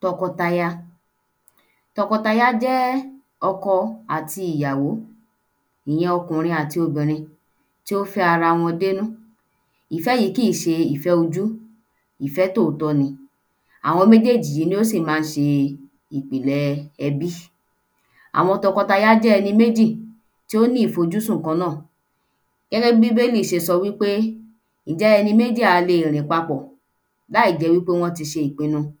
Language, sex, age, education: Yoruba, female, 15-29, tertiary